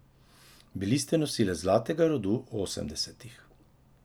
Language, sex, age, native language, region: Slovenian, male, 30-49, Slovenian, Drava region